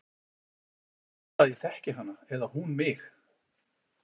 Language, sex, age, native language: Icelandic, male, 40-49, Icelandic